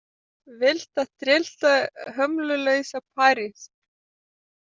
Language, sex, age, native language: Icelandic, female, 30-39, Lithuanian